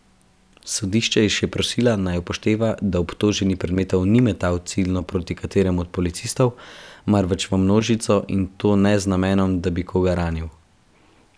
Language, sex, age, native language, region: Slovenian, male, 12-17, Slovenian, Central Slovenia